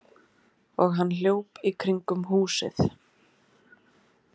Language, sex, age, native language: Icelandic, female, 30-39, Icelandic